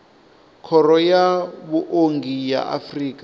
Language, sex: Venda, male